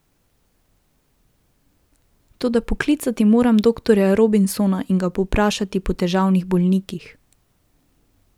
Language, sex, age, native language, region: Slovenian, female, 18-29, Slovenian, Drava region